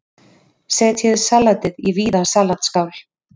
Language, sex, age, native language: Icelandic, female, 30-39, Icelandic